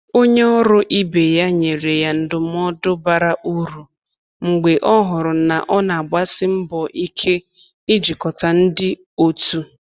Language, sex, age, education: Igbo, female, 15-29, tertiary